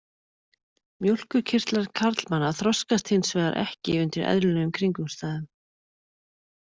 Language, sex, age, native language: Icelandic, female, 40-49, Icelandic